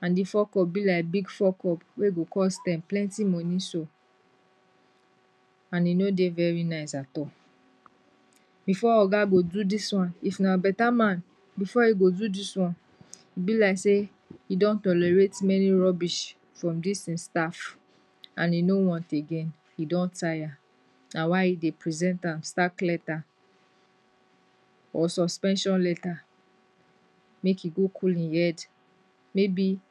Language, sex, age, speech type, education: Nigerian Pidgin, female, 60+, spontaneous, tertiary